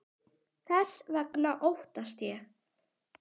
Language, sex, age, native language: Icelandic, female, 10, Icelandic